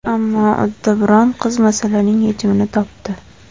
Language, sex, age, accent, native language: Uzbek, female, 18-24, Namangan, Uzbek